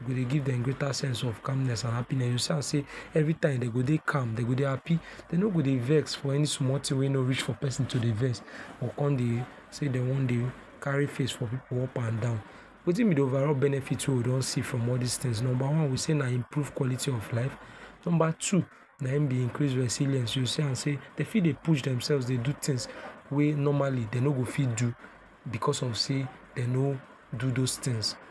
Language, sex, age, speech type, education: Nigerian Pidgin, male, 46-60, spontaneous, tertiary